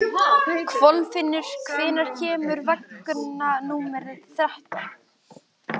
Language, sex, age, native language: Icelandic, female, 13, Icelandic